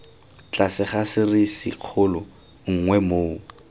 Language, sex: Tswana, male